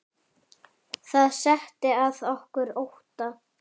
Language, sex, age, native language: Icelandic, female, 10, Icelandic